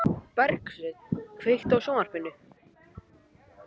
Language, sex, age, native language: Icelandic, male, 18-19, Icelandic